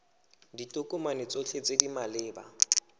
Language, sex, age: Tswana, male, 19